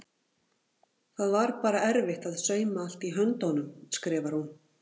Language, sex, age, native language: Icelandic, female, 40-49, Icelandic